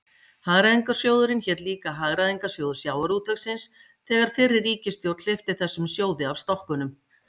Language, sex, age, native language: Icelandic, female, 50-59, Icelandic